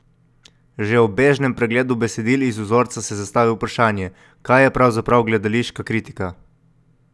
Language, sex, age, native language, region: Slovenian, male, 18-29, Slovenian, Coastal Karst region